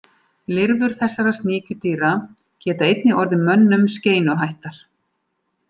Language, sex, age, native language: Icelandic, female, 40-49, Icelandic